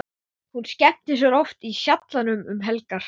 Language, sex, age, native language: Icelandic, male, 12, Icelandic